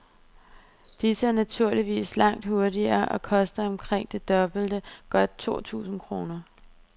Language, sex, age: Danish, female, 23